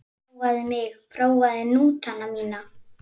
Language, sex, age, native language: Icelandic, female, 9, Icelandic